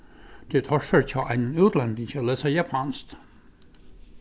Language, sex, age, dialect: Faroese, male, 61+, Suðurstreymoy